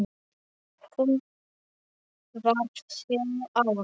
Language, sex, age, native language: Icelandic, male, 7, Polish